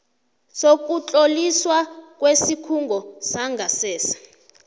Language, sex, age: South Ndebele, female, 29